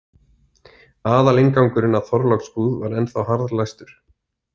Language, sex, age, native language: Icelandic, male, 30-39, Icelandic